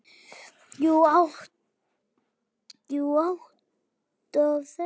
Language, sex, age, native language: Icelandic, male, 7, Icelandic